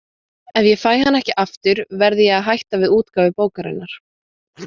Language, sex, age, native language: Icelandic, female, 18-19, Icelandic